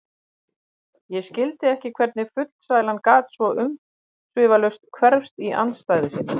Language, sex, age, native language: Icelandic, female, 50-59, Icelandic